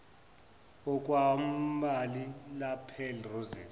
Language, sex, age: Zulu, male, 24